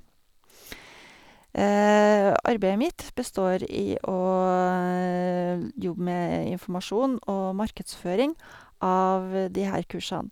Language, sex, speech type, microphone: Norwegian, female, spontaneous, Sennheiser